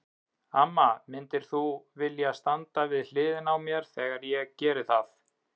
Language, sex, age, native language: Icelandic, male, 30-39, Icelandic